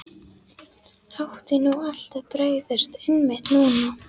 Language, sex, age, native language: Icelandic, female, 11, Icelandic